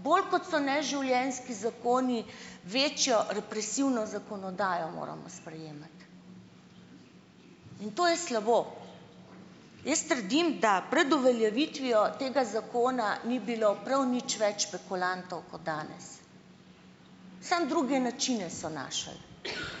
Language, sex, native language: Slovenian, female, Slovenian